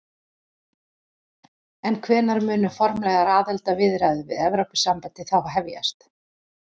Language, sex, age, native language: Icelandic, female, 40-49, Icelandic